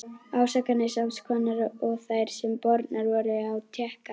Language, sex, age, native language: Icelandic, female, 11, Icelandic